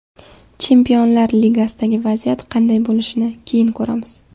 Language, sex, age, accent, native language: Uzbek, female, 18-24, Samarqand, Uzbek